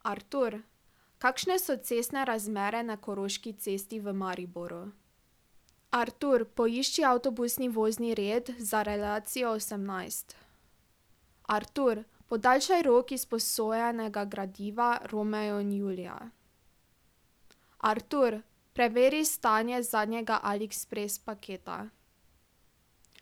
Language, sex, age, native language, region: Slovenian, female, 18-29, Slovenian, Drava region